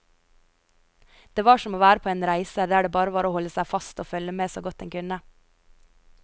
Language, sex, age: Norwegian, female, 22